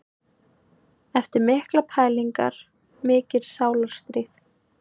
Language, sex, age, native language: Icelandic, female, 18-19, Icelandic